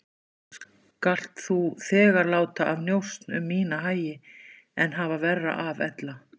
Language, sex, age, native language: Icelandic, female, 50-59, Icelandic